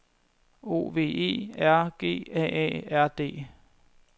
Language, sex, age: Danish, male, 21